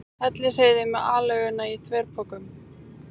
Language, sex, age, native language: Icelandic, female, 18-19, Icelandic